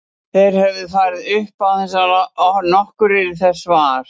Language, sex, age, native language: Icelandic, female, 60-69, Icelandic